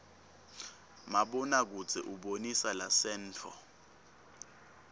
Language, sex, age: Swati, male, 19